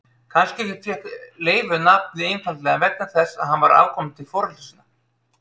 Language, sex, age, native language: Icelandic, male, 30-39, Icelandic